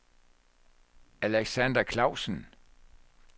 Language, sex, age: Danish, male, 64